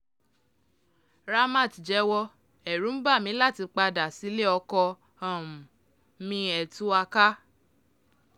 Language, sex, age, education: Yoruba, female, 15-29, tertiary